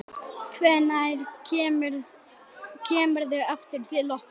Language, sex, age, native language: Icelandic, male, 9, Icelandic